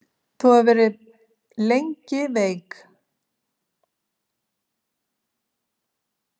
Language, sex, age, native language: Icelandic, female, 70-79, Icelandic